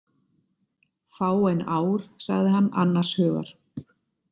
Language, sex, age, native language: Icelandic, female, 50-59, Icelandic